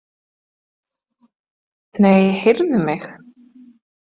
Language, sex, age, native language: Icelandic, female, 20-29, Icelandic